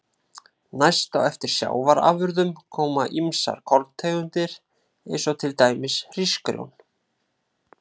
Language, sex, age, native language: Icelandic, male, 30-39, Icelandic